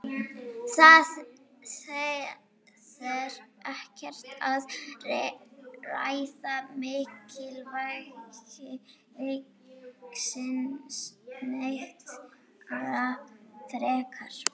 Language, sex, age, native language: Icelandic, female, 18-19, Icelandic